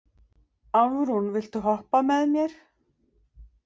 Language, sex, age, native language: Icelandic, female, 50-59, Icelandic